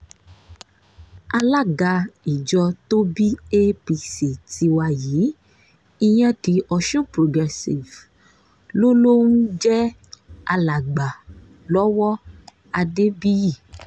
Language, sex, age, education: Yoruba, female, 15-29, tertiary